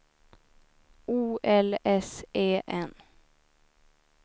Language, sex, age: Swedish, female, 24